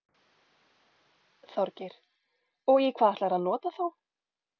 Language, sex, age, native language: Icelandic, female, 40-49, Icelandic